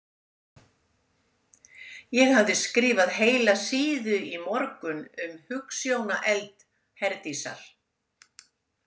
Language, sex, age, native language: Icelandic, female, 70-79, Icelandic